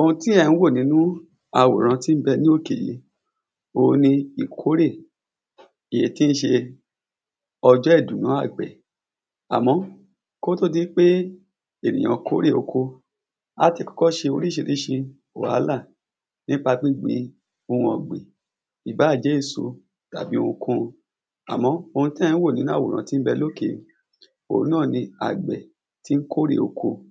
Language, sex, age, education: Yoruba, male, 30-45, secondary